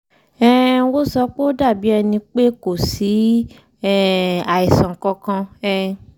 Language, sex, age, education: Yoruba, female, 15-29, primary